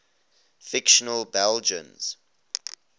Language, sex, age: English, male, 20